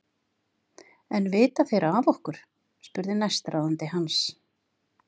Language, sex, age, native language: Icelandic, female, 50-59, Icelandic